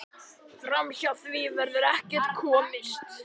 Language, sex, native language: Icelandic, male, Icelandic